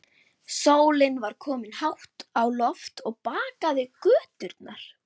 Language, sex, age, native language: Icelandic, female, 11, Icelandic